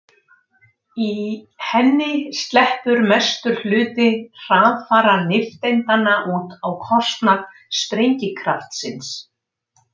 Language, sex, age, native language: Icelandic, female, 60-69, Icelandic